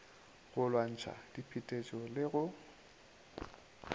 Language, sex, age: Northern Sotho, male, 27